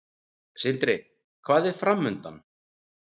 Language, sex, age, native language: Icelandic, male, 40-49, Icelandic